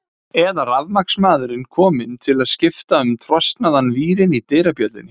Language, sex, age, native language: Icelandic, male, 30-39, Icelandic